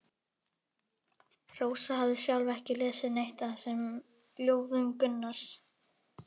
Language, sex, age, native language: Icelandic, female, 11, Icelandic